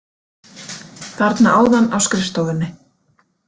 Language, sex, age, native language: Icelandic, female, 40-49, Icelandic